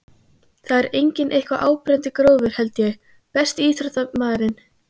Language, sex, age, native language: Icelandic, female, 15, Icelandic